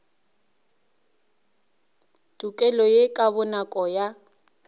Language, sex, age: Northern Sotho, female, 24